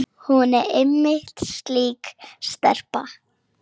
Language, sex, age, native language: Icelandic, female, 7, Icelandic